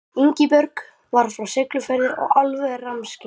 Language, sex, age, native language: Icelandic, male, 12, Icelandic